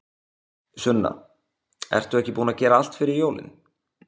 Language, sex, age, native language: Icelandic, male, 20-29, Icelandic